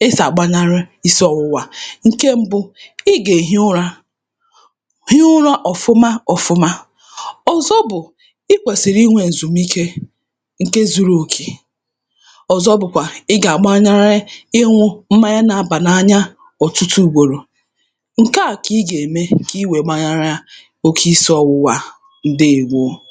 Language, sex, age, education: Igbo, female, 30-45, tertiary